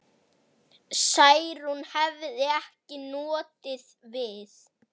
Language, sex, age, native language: Icelandic, male, 9, Icelandic